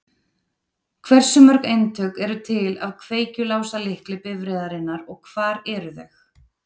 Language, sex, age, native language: Icelandic, female, 30-39, Icelandic